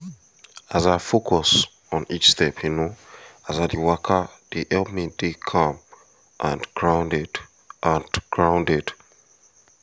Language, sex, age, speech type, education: Nigerian Pidgin, male, 15-29, spontaneous, tertiary